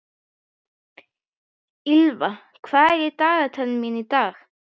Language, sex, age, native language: Icelandic, male, 12, Icelandic